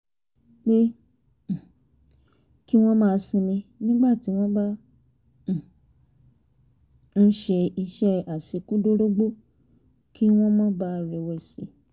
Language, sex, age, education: Yoruba, female, 30-45, tertiary